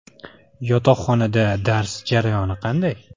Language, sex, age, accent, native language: Uzbek, male, 25-34, Toshkent viloyati, Uzbek